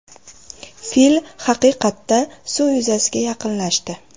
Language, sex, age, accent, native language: Uzbek, female, 18-24, Farg'ona, Uzbek